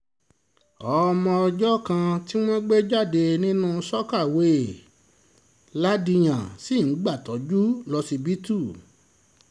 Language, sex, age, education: Yoruba, male, 46-60, tertiary